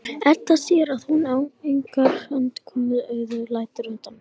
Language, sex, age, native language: Icelandic, male, 18-19, Icelandic